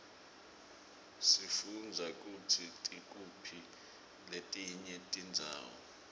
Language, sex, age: Swati, male, 25